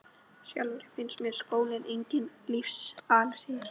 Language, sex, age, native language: Icelandic, female, 12, Icelandic